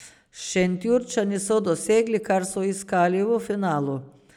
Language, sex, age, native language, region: Slovenian, female, 50-59, Slovenian, Savinja region